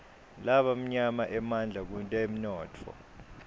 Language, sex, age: Swati, male, 22